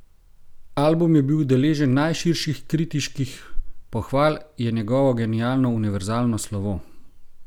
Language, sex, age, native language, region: Slovenian, male, 30-49, Slovenian, Gorenjska region